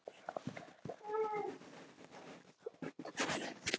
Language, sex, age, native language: Icelandic, male, 7, Icelandic